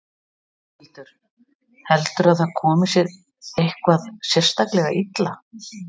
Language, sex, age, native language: Icelandic, female, 60-69, Icelandic